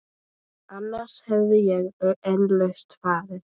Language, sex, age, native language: Icelandic, female, 9, Icelandic